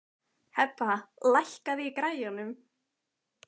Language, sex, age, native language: Icelandic, female, 15, Icelandic